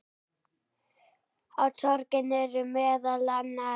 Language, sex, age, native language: Icelandic, male, 9, Icelandic